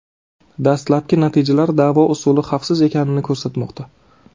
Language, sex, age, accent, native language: Uzbek, male, 30-39, Navoiy, Uzbek